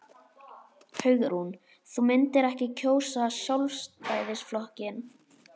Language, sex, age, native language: Icelandic, male, 11, Icelandic